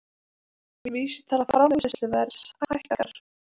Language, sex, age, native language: Icelandic, female, 20-29, Icelandic